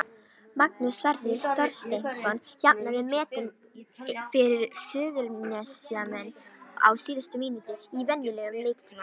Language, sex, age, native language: Icelandic, male, 18-19, Icelandic